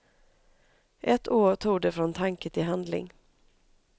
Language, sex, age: Swedish, female, 31